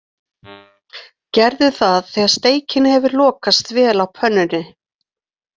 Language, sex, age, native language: Icelandic, female, 40-49, Icelandic